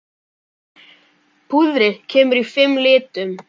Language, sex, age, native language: Icelandic, male, 10, Icelandic